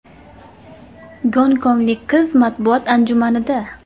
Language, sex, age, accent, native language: Uzbek, female, 19-29, Samarqand, Uzbek